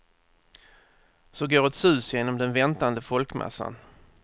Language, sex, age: Swedish, male, 30